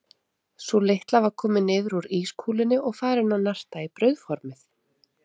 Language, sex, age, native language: Icelandic, female, 30-39, Icelandic